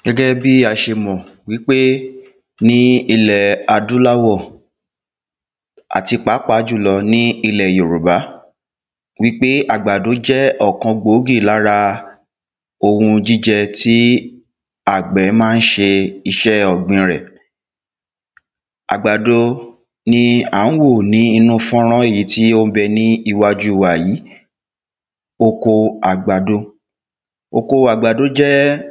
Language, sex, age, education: Yoruba, male, 15-29, tertiary